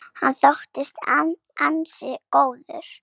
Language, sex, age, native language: Icelandic, female, 6, Icelandic